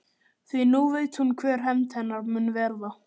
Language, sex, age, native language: Icelandic, male, 12, Icelandic